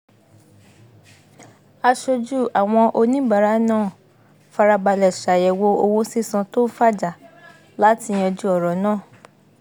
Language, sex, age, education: Yoruba, female, 15-29, tertiary